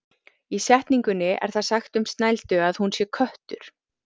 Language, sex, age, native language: Icelandic, female, 40-49, Icelandic